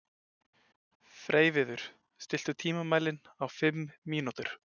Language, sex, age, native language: Icelandic, male, 20-29, Icelandic